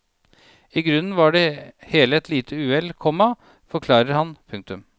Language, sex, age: Norwegian, male, 37